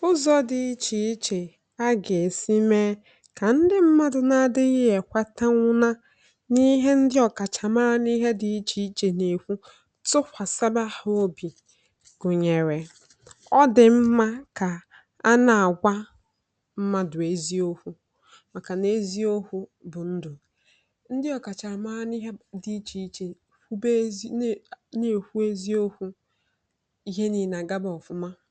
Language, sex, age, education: Igbo, female, 15-29, tertiary